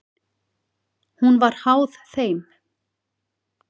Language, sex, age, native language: Icelandic, female, 40-49, Icelandic